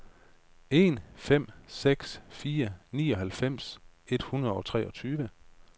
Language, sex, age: Danish, male, 35